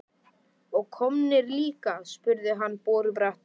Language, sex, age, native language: Icelandic, male, 11, Icelandic